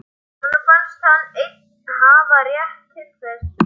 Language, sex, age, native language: Icelandic, male, 11, Icelandic